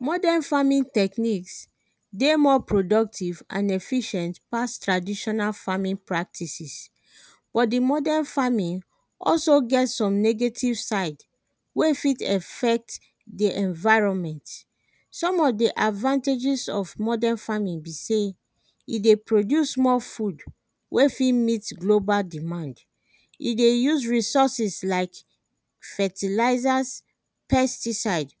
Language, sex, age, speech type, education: Nigerian Pidgin, female, 30-45, spontaneous, secondary